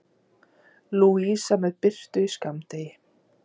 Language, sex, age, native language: Icelandic, female, 40-49, Icelandic